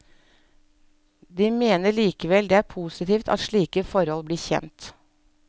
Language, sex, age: Norwegian, female, 47